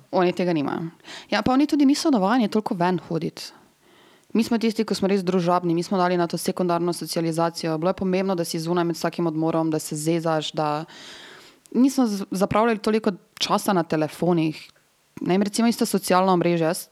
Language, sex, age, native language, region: Slovenian, female, 18-29, Serbian, Drava region